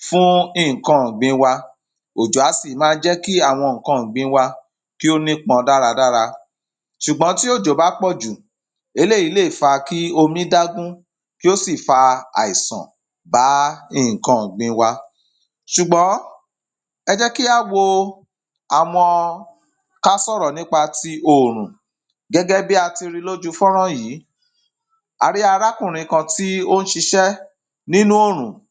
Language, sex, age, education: Yoruba, male, 30-45, primary